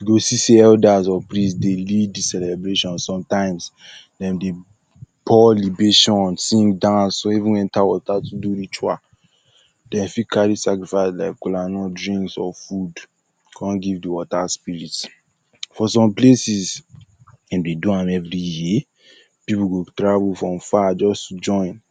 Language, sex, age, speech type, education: Nigerian Pidgin, male, 15-29, spontaneous, tertiary